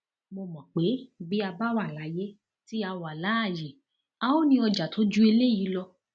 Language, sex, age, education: Yoruba, female, 30-45, tertiary